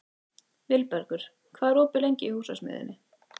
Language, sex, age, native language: Icelandic, female, 18-19, Icelandic